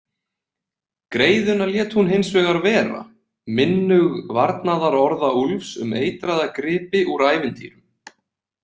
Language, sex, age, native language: Icelandic, male, 20-29, Icelandic